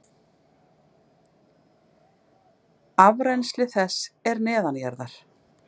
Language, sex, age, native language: Icelandic, female, 50-59, Icelandic